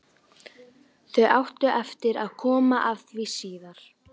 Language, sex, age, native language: Icelandic, female, 12, Icelandic